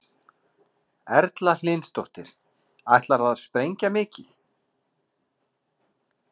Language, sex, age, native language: Icelandic, male, 40-49, Icelandic